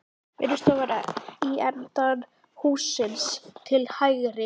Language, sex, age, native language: Icelandic, male, 11, Icelandic